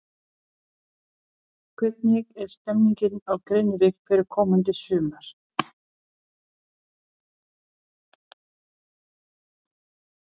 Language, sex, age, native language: Icelandic, female, 40-49, Filipino